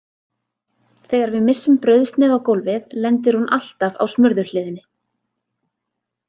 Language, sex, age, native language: Icelandic, female, 30-39, Icelandic